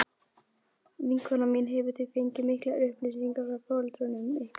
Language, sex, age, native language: Icelandic, female, 12, Icelandic